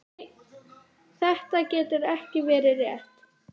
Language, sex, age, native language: Icelandic, female, 10, Icelandic